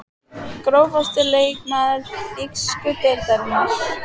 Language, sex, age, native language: Icelandic, female, 15, Icelandic